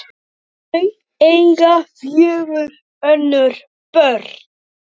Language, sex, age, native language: Icelandic, male, 10, Icelandic